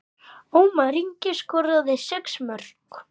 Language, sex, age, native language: Icelandic, male, 10, Icelandic